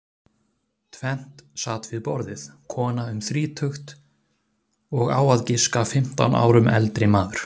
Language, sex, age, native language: Icelandic, male, 30-39, Icelandic